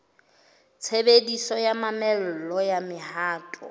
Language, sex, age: Southern Sotho, female, 29